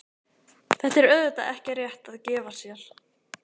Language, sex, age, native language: Icelandic, female, 18-19, Icelandic